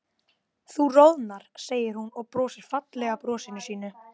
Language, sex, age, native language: Icelandic, female, 12, Icelandic